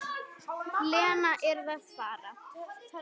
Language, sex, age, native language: Icelandic, female, 10, Icelandic